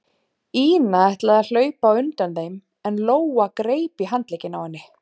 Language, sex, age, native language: Icelandic, female, 30-39, Icelandic